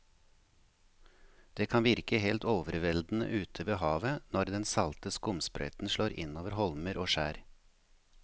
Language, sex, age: Norwegian, male, 53